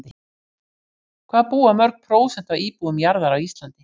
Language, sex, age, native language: Icelandic, female, 60-69, Icelandic